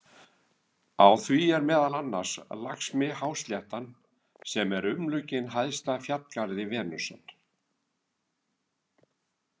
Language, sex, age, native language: Icelandic, male, 70-79, Icelandic